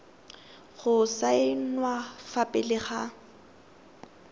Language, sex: Tswana, female